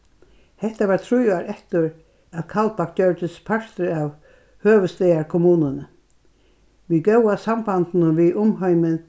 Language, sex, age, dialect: Faroese, female, 61+, Norðurstreymoy/Eysturoy